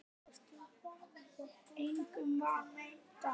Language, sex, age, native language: Icelandic, male, 10, Icelandic